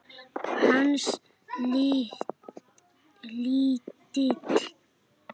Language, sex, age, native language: Icelandic, male, 8, Icelandic